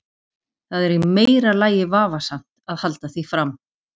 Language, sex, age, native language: Icelandic, female, 40-49, Icelandic